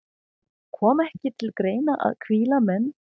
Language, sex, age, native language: Icelandic, female, 20-29, German